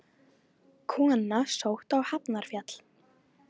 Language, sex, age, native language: Icelandic, female, 18-19, Icelandic